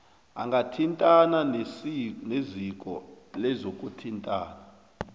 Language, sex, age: South Ndebele, male, 29